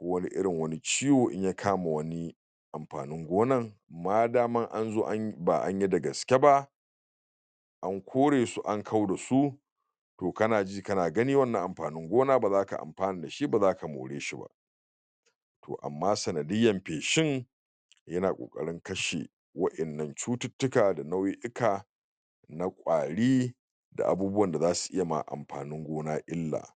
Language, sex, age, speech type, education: Hausa, male, 46-60, spontaneous, tertiary